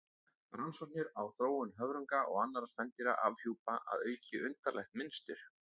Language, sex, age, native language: Icelandic, male, 20-29, Icelandic